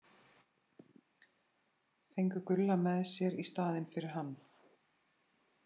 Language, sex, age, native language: Icelandic, female, 30-39, Icelandic